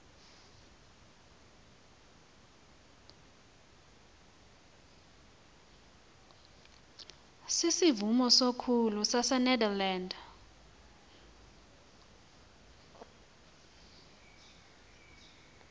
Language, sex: Xhosa, female